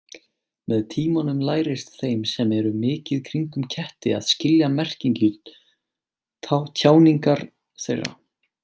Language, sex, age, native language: Icelandic, male, 18-19, Icelandic